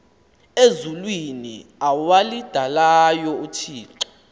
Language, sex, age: Xhosa, male, 19